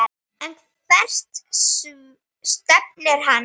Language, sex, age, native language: Icelandic, female, 8, Icelandic